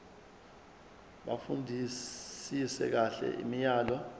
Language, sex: Zulu, male